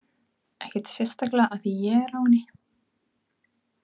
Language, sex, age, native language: Icelandic, female, 30-39, Icelandic